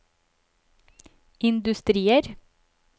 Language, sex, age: Norwegian, female, 36